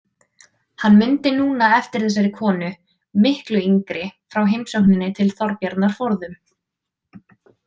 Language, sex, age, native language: Icelandic, female, 20-29, Icelandic